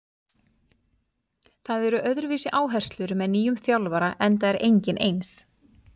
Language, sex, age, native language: Icelandic, female, 40-49, Icelandic